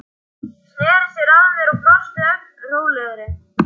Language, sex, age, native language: Icelandic, male, 11, Icelandic